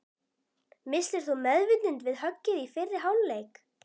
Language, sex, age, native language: Icelandic, female, 12, Icelandic